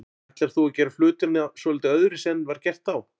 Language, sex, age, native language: Icelandic, male, 40-49, Icelandic